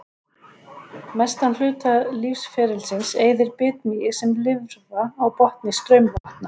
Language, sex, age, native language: Icelandic, female, 40-49, Icelandic